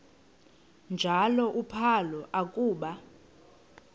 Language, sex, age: Xhosa, female, 18